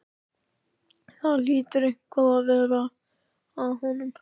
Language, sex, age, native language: Icelandic, male, 13, Icelandic